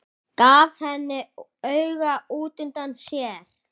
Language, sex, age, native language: Icelandic, male, 9, Icelandic